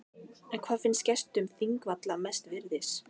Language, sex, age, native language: Icelandic, female, 15, Icelandic